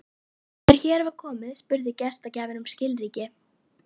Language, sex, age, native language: Icelandic, female, 11, Icelandic